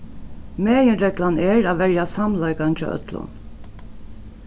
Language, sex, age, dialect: Faroese, female, 36-60, Norðuroyggjar